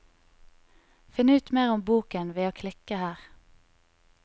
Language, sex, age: Norwegian, female, 25